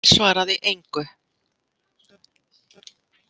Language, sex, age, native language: Icelandic, female, 50-59, Icelandic